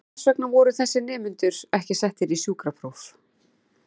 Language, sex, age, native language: Icelandic, female, 40-49, Icelandic